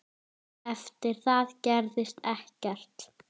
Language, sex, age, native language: Icelandic, female, 10, Icelandic